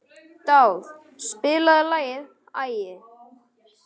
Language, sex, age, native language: Icelandic, male, 12, Icelandic